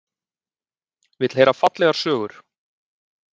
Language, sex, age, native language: Icelandic, male, 30-39, Icelandic